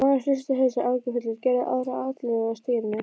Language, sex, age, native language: Icelandic, female, 12, Icelandic